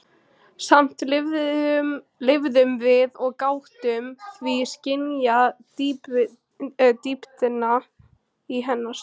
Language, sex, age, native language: Icelandic, female, 18-19, Icelandic